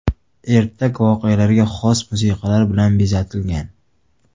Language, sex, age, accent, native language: Uzbek, male, 25-34, Surxondaryo, Uzbek